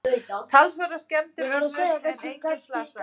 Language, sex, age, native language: Icelandic, female, 30-39, Icelandic